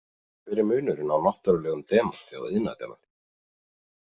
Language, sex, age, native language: Icelandic, male, 40-49, Icelandic